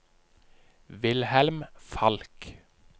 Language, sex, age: Norwegian, male, 30